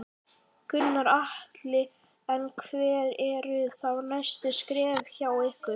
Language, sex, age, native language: Icelandic, male, 11, Icelandic